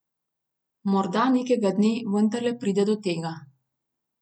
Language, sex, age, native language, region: Slovenian, female, 30-49, Slovenian, Gorenjska region